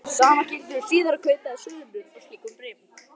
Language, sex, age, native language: Icelandic, male, 11, Icelandic